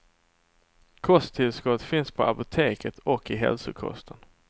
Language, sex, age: Swedish, male, 27